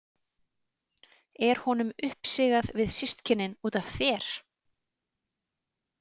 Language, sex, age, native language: Icelandic, female, 30-39, Icelandic